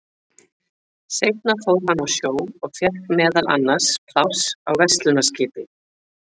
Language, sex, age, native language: Icelandic, female, 40-49, Icelandic